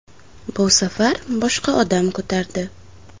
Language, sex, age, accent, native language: Uzbek, female, under 19, Samarqand, Uzbek